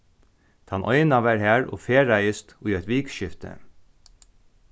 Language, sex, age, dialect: Faroese, male, 36-60, Norðurstreymoy/Eysturoy